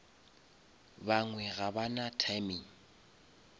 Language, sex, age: Northern Sotho, male, 26